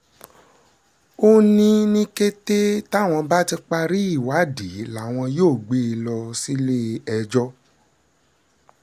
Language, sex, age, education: Yoruba, male, 30-45, secondary